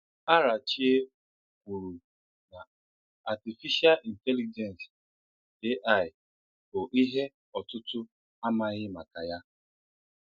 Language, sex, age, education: Igbo, male, 15-29, tertiary